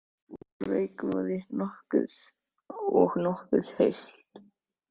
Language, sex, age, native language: Icelandic, male, 14, Icelandic